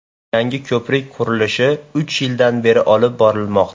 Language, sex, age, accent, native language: Uzbek, male, 18-24, Farg'ona, Uzbek